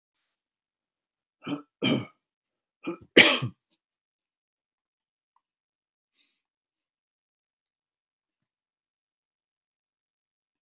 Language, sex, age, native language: Icelandic, male, 70-79, Icelandic